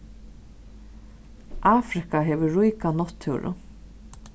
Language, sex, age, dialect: Faroese, female, 36-60, Suðurstreymoy